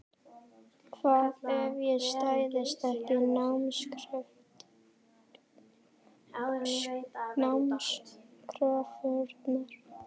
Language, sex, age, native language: Icelandic, female, 12, Icelandic